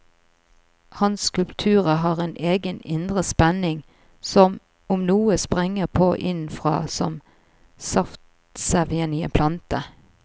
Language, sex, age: Norwegian, female, 38